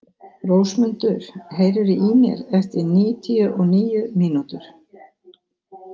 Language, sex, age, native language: Icelandic, female, 60-69, Icelandic